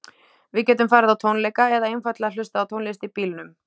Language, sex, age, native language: Icelandic, female, 18-19, Icelandic